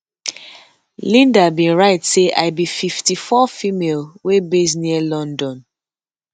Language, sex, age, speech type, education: Nigerian Pidgin, female, 15-29, spontaneous, tertiary